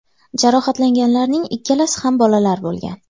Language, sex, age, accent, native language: Uzbek, female, 18-24, Andijon, Uzbek